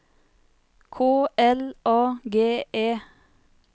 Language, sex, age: Norwegian, female, 30